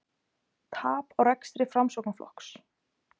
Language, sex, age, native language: Icelandic, female, 20-29, Icelandic